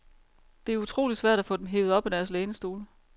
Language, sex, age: Danish, female, 30